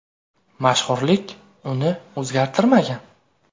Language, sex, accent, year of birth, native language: Uzbek, male, Toshkent viloyati, 2000, Uzbek